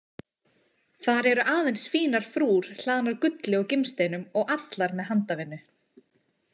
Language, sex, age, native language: Icelandic, female, 20-29, Icelandic